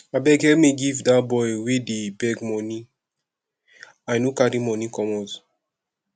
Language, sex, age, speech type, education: Nigerian Pidgin, male, 15-29, spontaneous, secondary